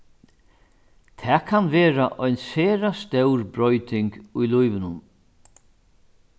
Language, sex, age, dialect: Faroese, male, 61+, Norðurstreymoy/Eysturoy